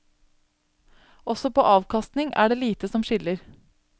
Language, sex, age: Norwegian, female, 27